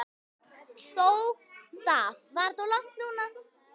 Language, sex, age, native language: Icelandic, female, 10, Icelandic